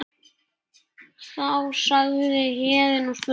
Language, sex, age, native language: Icelandic, male, 8, Icelandic